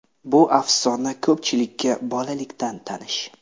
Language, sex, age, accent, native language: Uzbek, male, 25-34, Namangan, Uzbek